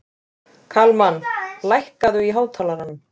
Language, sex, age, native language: Icelandic, female, 20-29, Icelandic